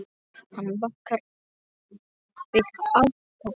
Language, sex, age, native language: Icelandic, male, 7, Polish